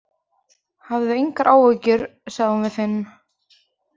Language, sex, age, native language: Icelandic, female, 20-29, Icelandic